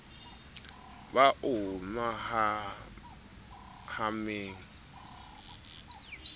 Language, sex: Southern Sotho, male